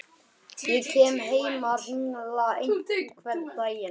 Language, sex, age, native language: Icelandic, male, 11, Icelandic